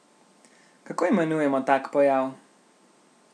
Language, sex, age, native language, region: Slovenian, male, 18-29, Slovenian, Central Slovenia